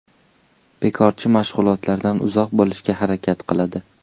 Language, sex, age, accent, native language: Uzbek, male, 18-24, Toshkent shahri, Uzbek